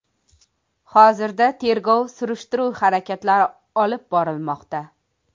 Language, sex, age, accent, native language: Uzbek, female, 25-34, Toshkent viloyati, Uzbek